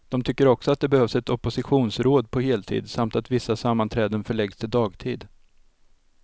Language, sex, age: Swedish, male, 32